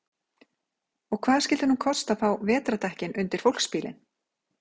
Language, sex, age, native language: Icelandic, female, 40-49, Icelandic